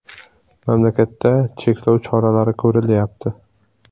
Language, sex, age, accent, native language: Uzbek, male, 18-24, Samarqand, Uzbek